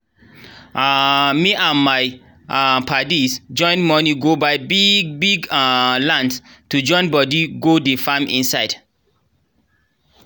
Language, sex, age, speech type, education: Nigerian Pidgin, male, 30-45, spontaneous, tertiary